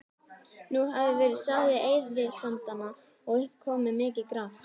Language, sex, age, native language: Icelandic, female, 18-19, Icelandic